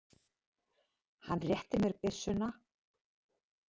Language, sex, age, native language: Icelandic, female, 40-49, Icelandic